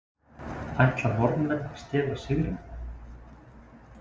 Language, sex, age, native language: Icelandic, male, 20-29, Icelandic